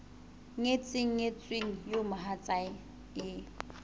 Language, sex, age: Southern Sotho, female, 21